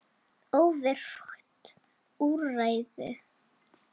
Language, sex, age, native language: Icelandic, female, 7, Icelandic